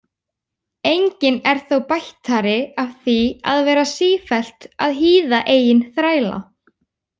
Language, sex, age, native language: Icelandic, female, 18-19, Icelandic